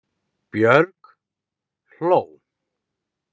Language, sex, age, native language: Icelandic, male, 20-29, Icelandic